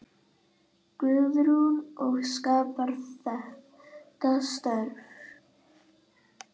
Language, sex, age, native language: Icelandic, female, 8, Icelandic